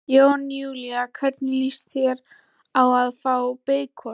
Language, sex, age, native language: Icelandic, female, 13, Icelandic